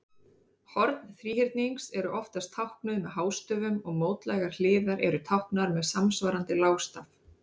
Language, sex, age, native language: Icelandic, female, 30-39, Icelandic